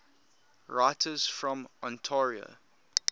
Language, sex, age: English, male, 22